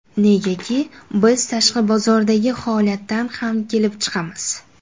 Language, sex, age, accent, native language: Uzbek, female, under 19, Jizzax, Uzbek